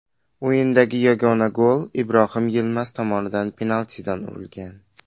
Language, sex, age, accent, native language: Uzbek, male, under 19, Qashqadaryo, Uzbek